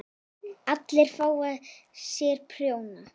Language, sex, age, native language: Icelandic, female, 8, Icelandic